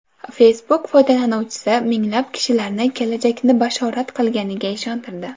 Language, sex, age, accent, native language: Uzbek, female, 18-24, Toshkent viloyati, Uzbek